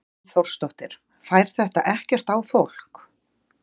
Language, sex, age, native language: Icelandic, female, 40-49, Icelandic